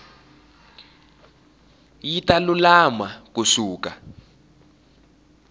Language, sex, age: Tsonga, male, 18